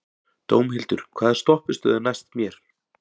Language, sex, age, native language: Icelandic, male, 40-49, Icelandic